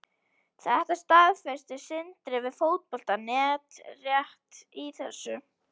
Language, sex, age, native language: Icelandic, female, 18-19, Icelandic